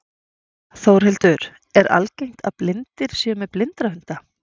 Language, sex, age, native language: Icelandic, female, 40-49, Icelandic